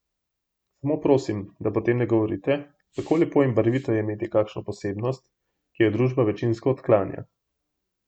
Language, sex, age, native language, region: Slovenian, male, 18-29, Slovenian, Gorenjska region